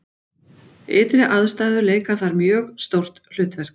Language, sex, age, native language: Icelandic, female, 40-49, Icelandic